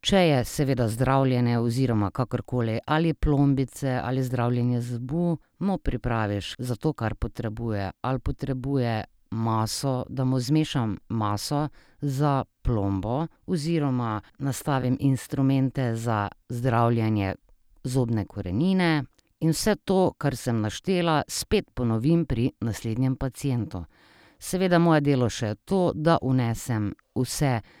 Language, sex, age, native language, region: Slovenian, female, 30-49, Slovenian, Drava region